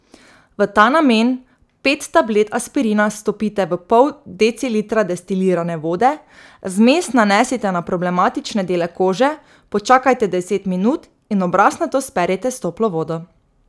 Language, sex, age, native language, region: Slovenian, female, 18-29, Slovenian, Drava region